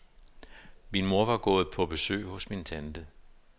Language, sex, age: Danish, male, 52